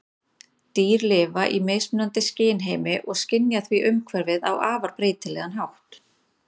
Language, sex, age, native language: Icelandic, female, 30-39, Icelandic